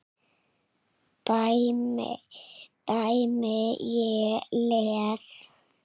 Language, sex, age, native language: Icelandic, female, 6, Icelandic